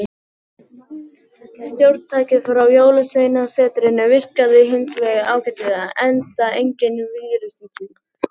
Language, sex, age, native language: Icelandic, female, 18-19, Icelandic